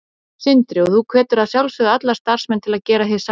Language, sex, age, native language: Icelandic, female, 40-49, Icelandic